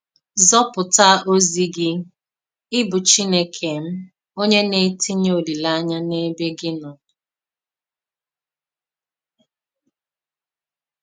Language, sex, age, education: Igbo, female, 15-29, tertiary